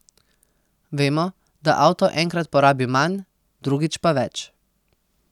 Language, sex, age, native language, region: Slovenian, female, 30-49, Slovenian, Posavska region